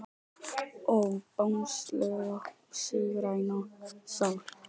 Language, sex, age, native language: Icelandic, male, 18-19, Icelandic